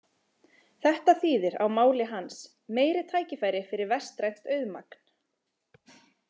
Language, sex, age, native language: Icelandic, female, 20-29, Icelandic